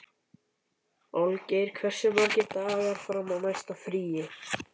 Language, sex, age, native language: Icelandic, male, 11, Icelandic